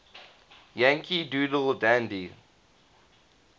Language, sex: English, male